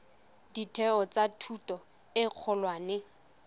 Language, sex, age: Tswana, female, 25